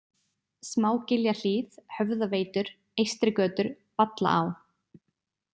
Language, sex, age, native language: Icelandic, female, 20-29, Icelandic